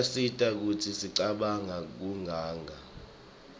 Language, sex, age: Swati, male, 24